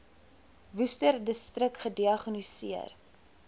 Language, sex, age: Afrikaans, female, 20